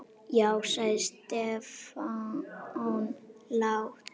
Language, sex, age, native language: Icelandic, female, 8, Icelandic